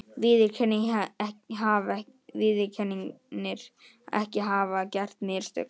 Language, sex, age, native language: Icelandic, male, 18-19, Icelandic